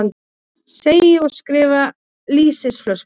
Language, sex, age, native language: Icelandic, female, 30-39, Icelandic